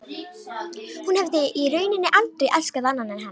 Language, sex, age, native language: Icelandic, female, 18-19, Romanian